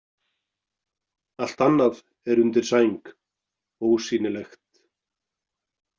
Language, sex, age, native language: Icelandic, male, 40-49, Icelandic